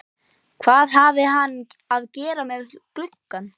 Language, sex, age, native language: Icelandic, male, 11, Icelandic